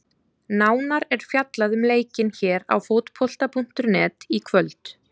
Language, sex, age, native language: Icelandic, female, 30-39, Icelandic